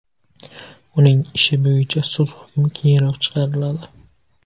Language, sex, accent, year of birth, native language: Uzbek, male, Buxoro, 2003, Uzbek